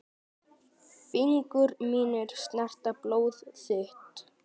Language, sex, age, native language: Icelandic, male, 10, Icelandic